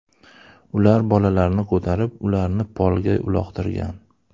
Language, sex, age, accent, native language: Uzbek, male, 25-34, Toshkent shahri, Uzbek